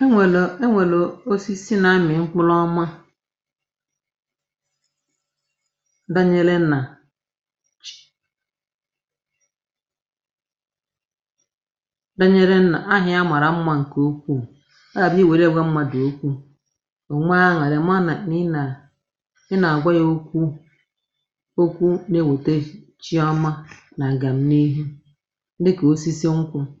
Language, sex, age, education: Igbo, female, 46-60, tertiary